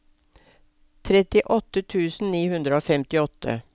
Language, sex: Norwegian, female